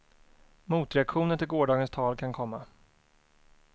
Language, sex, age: Swedish, male, 24